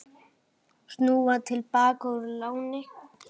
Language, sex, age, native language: Icelandic, female, 9, Icelandic